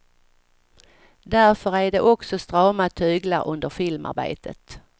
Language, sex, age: Swedish, female, 55